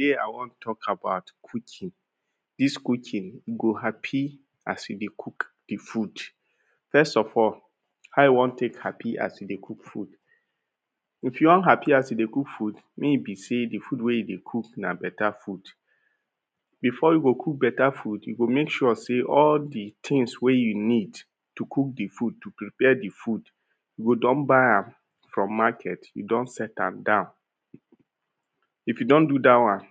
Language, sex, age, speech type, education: Nigerian Pidgin, male, 30-45, spontaneous, tertiary